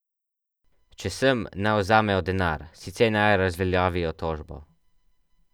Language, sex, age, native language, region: Slovenian, male, 12-17, Slovenian, Central Slovenia